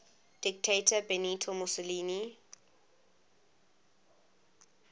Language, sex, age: English, female, 20